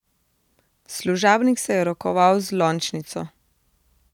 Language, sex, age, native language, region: Slovenian, female, 30-49, Slovenian, Central Slovenia